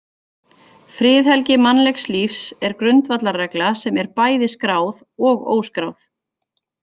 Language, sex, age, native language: Icelandic, female, 40-49, Icelandic